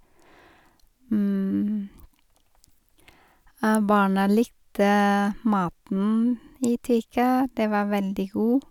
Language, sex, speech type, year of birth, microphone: Norwegian, female, spontaneous, 1973, Sennheiser